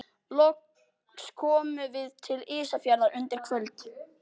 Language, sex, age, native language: Icelandic, male, 12, Icelandic